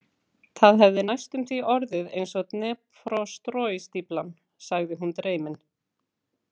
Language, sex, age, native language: Icelandic, female, 30-39, Icelandic